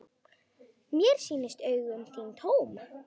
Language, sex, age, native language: Icelandic, female, 10, Icelandic